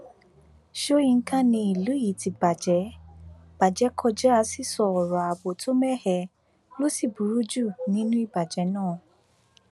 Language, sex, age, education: Yoruba, female, 15-29, tertiary